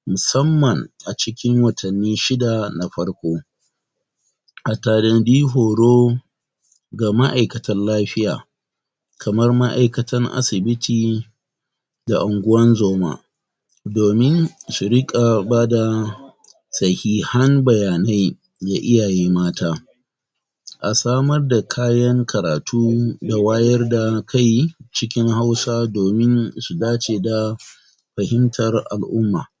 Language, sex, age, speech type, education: Hausa, male, 46-60, spontaneous, tertiary